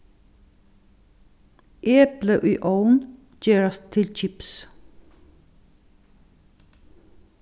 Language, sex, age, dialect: Faroese, female, 36-60, Suðurstreymoy